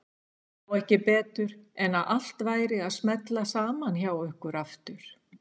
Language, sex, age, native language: Icelandic, female, 60-69, Icelandic